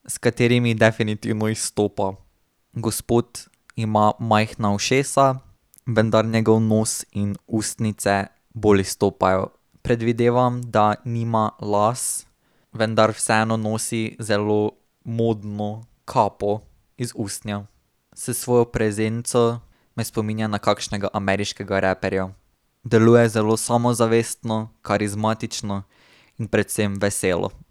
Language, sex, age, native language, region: Slovenian, male, 18-29, Slovenian, Drava region